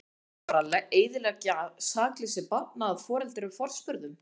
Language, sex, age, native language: Icelandic, male, 13, Icelandic